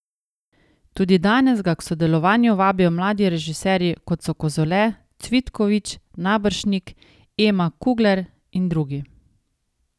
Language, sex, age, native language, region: Slovenian, female, 30-49, Slovenian, Savinja region